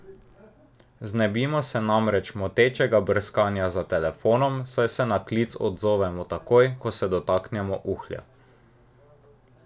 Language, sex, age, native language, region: Slovenian, male, 18-29, Slovenian, Drava region